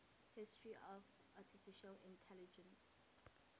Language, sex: English, female